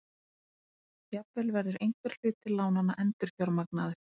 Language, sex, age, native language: Icelandic, female, 30-39, Icelandic